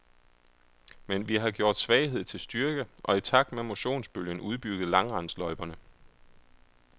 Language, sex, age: Danish, male, 31